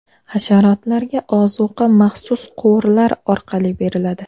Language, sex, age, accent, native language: Uzbek, female, 18-24, Namangan, Uzbek